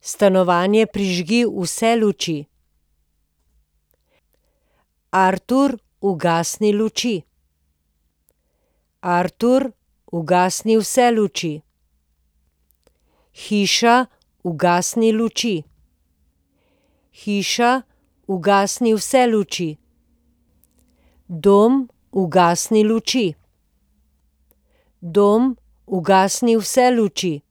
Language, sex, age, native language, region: Slovenian, female, 50-59, Slovenian, Posavska region